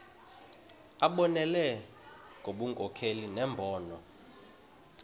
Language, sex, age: Xhosa, male, 31